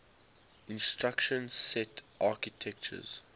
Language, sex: English, male